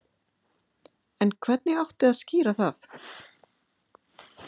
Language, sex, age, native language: Icelandic, female, 50-59, Icelandic